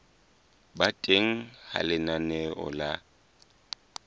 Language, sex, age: Southern Sotho, male, 20